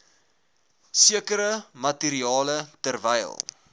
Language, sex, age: Afrikaans, male, 21